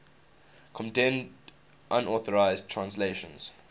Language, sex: English, male